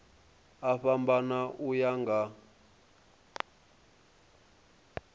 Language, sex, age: Venda, male, 23